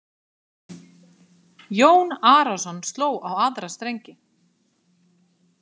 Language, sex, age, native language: Icelandic, female, 50-59, Icelandic